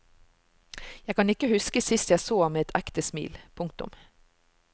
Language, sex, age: Norwegian, female, 45